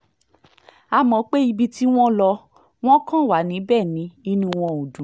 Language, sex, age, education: Yoruba, female, 15-29, tertiary